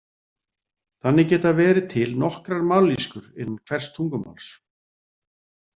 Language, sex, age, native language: Icelandic, male, 40-49, Icelandic